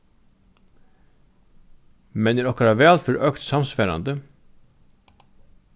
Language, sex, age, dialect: Faroese, male, 36-60, Norðurstreymoy/Eysturoy